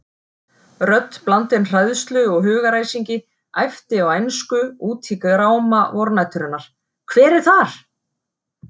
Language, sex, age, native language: Icelandic, female, 40-49, Icelandic